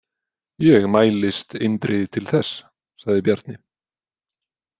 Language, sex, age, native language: Icelandic, male, 20-29, Icelandic